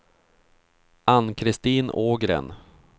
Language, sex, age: Swedish, male, 31